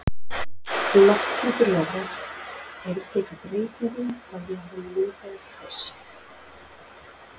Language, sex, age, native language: Icelandic, female, 40-49, Icelandic